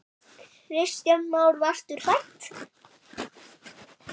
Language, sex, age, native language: Icelandic, male, 8, Icelandic